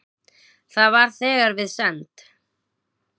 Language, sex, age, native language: Icelandic, female, 20-29, Icelandic